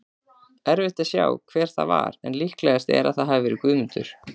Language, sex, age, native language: Icelandic, female, 40-49, Icelandic